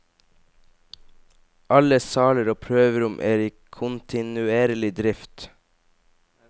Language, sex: Norwegian, male